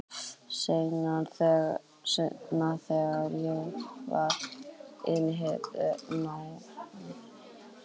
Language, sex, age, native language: Icelandic, female, 18-19, Icelandic